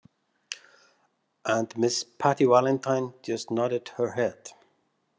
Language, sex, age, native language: Icelandic, male, 50-59, Icelandic